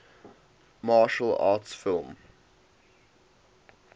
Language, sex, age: English, male, 18